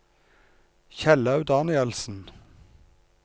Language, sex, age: Norwegian, male, 34